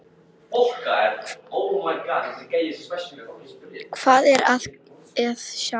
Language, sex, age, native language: Icelandic, female, 10, Polish